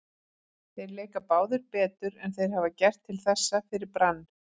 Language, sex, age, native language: Icelandic, female, 40-49, Icelandic